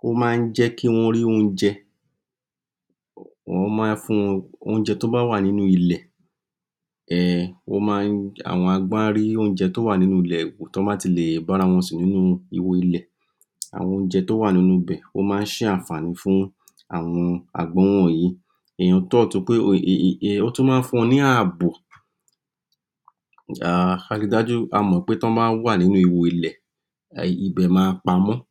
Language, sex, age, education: Yoruba, male, 46-60, tertiary